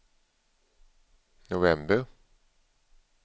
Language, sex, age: Swedish, male, 47